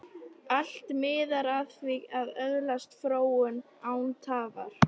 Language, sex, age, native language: Icelandic, female, 13, Icelandic